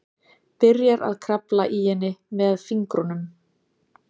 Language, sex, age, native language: Icelandic, female, 30-39, Icelandic